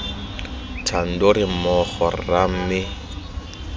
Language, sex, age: Tswana, male, 23